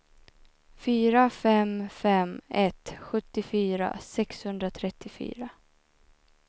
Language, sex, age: Swedish, female, 24